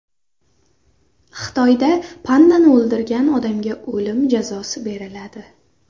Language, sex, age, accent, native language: Uzbek, female, under 19, Navoiy, Uzbek